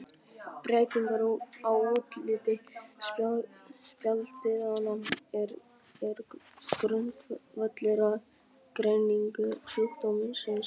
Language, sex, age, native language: Icelandic, female, 50-59, Icelandic